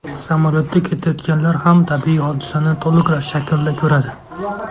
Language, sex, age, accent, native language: Uzbek, male, 19-29, Andijon, Uzbek